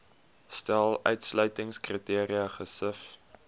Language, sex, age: Afrikaans, male, 21